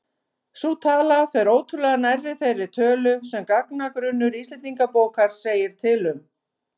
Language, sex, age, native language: Icelandic, female, 50-59, Icelandic